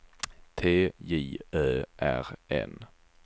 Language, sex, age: Swedish, male, 34